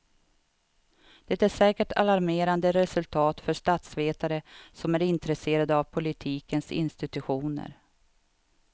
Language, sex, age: Swedish, female, 52